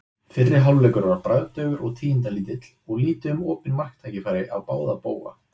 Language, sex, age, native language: Icelandic, male, 20-29, Icelandic